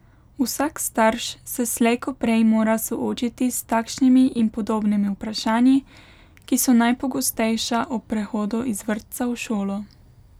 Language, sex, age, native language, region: Slovenian, female, 18-29, Slovenian, Pomurje region